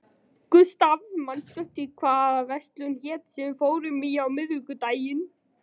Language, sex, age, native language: Icelandic, male, 11, Icelandic